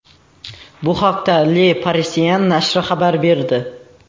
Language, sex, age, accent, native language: Uzbek, male, under 19, Xorazm, Uzbek